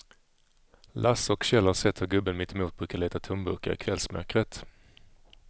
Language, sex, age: Swedish, male, 35